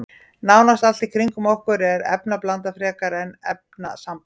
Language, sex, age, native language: Icelandic, female, 40-49, Icelandic